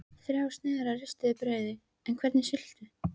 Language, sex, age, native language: Icelandic, female, 13, Icelandic